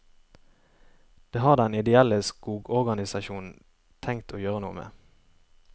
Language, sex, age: Norwegian, male, 23